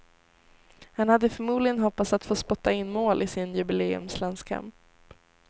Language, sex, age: Swedish, female, 18